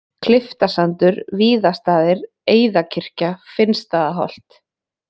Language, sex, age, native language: Icelandic, female, 20-29, Icelandic